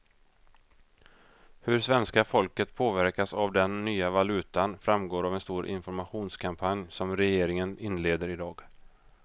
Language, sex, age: Swedish, male, 32